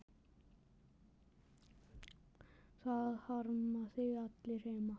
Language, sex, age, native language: Icelandic, male, 10, Icelandic